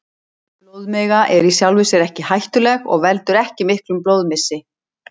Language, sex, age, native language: Icelandic, female, 60-69, Icelandic